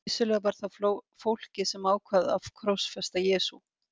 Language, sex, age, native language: Icelandic, female, 50-59, Icelandic